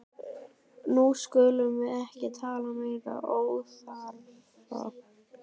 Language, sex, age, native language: Icelandic, male, 12, Icelandic